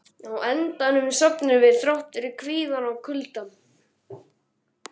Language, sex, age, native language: Icelandic, other, 12, Icelandic